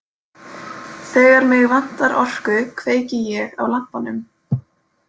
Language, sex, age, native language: Icelandic, female, 18-19, Icelandic